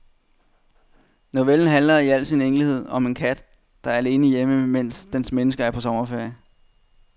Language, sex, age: Danish, male, 31